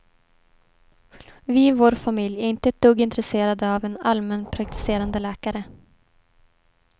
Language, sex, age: Swedish, female, 18